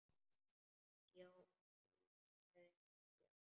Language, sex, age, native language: Icelandic, male, 10, Icelandic